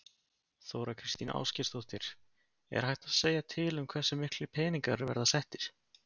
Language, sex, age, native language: Icelandic, male, 20-29, Icelandic